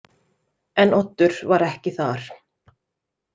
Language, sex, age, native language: Icelandic, female, 30-39, Icelandic